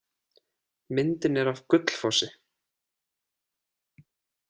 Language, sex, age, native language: Icelandic, male, 30-39, Icelandic